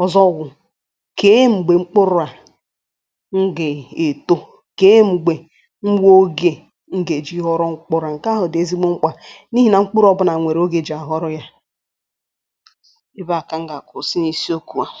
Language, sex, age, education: Igbo, female, 15-29, tertiary